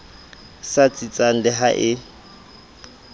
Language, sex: Southern Sotho, male